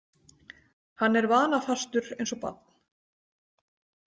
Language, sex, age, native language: Icelandic, female, 40-49, Icelandic